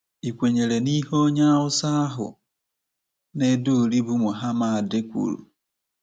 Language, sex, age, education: Igbo, male, 15-29, tertiary